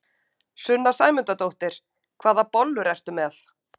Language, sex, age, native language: Icelandic, female, 50-59, Icelandic